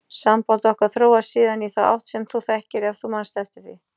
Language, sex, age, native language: Icelandic, female, 40-49, Icelandic